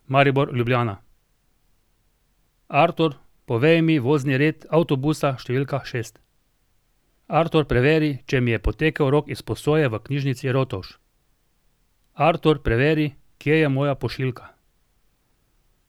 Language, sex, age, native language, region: Slovenian, male, 50-59, Slovenian, Drava region